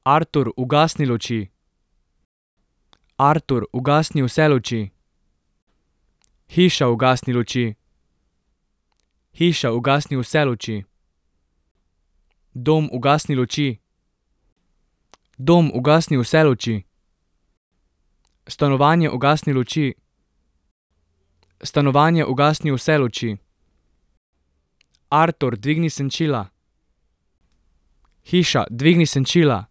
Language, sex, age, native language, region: Slovenian, male, 18-29, Slovenian, Drava region